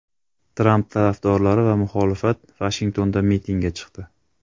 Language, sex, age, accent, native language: Uzbek, male, 25-34, Andijon, Uzbek